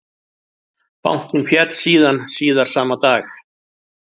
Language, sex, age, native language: Icelandic, male, 60-69, Icelandic